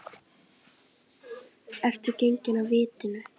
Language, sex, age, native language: Icelandic, female, 10, Icelandic